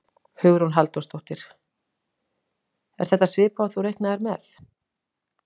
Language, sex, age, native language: Icelandic, female, 40-49, Icelandic